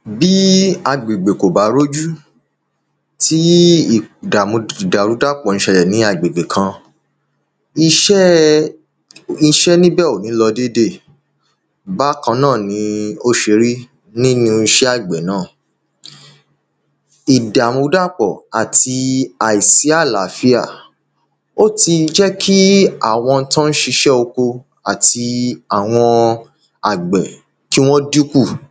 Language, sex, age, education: Yoruba, male, 15-29, tertiary